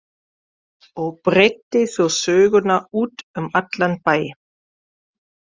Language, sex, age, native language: Icelandic, female, 40-49, German